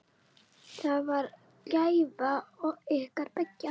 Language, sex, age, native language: Icelandic, female, 9, Icelandic